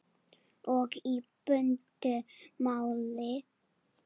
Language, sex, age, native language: Icelandic, female, 8, Serbo-Croatian